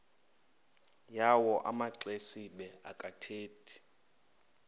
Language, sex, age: Xhosa, male, 21